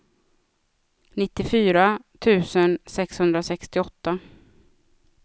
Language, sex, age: Swedish, female, 36